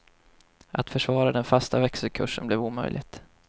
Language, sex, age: Swedish, male, 25